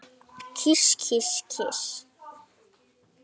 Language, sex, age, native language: Icelandic, male, 9, Icelandic